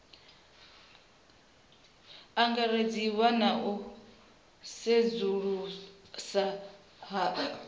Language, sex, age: Venda, female, 23